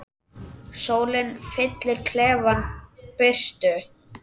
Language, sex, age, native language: Icelandic, male, 10, Icelandic